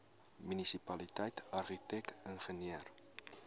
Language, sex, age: Afrikaans, male, 20